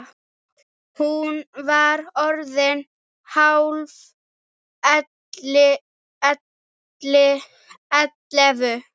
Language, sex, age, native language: Icelandic, female, 8, Icelandic